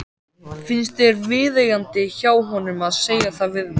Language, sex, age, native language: Icelandic, male, 14, Icelandic